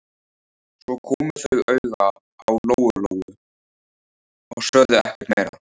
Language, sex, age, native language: Icelandic, male, 13, Icelandic